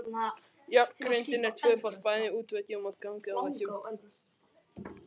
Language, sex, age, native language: Icelandic, male, 11, Icelandic